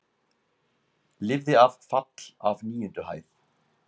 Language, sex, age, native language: Icelandic, male, 20-29, Icelandic